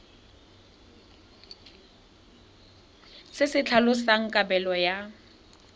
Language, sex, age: Tswana, female, 21